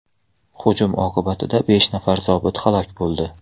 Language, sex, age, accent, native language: Uzbek, male, 18-24, Xorazm, Uzbek